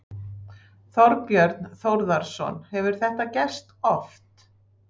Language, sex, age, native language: Icelandic, female, 60-69, Icelandic